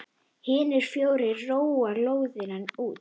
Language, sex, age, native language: Icelandic, female, 10, Icelandic